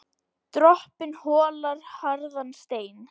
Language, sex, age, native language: Icelandic, female, 18-19, Icelandic